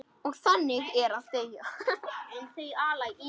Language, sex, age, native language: Icelandic, male, 10, Icelandic